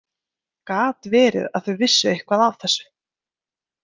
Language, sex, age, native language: Icelandic, female, 20-29, Icelandic